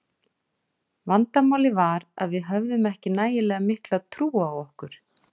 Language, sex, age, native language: Icelandic, female, 40-49, Icelandic